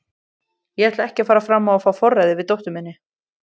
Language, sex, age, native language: Icelandic, female, 20-29, Icelandic